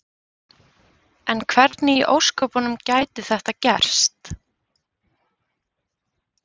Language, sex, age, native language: Icelandic, female, 20-29, Icelandic